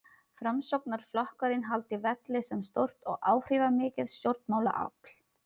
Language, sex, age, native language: Icelandic, female, 30-39, Filipino